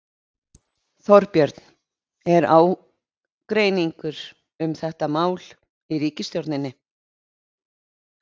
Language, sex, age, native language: Icelandic, female, 60-69, Icelandic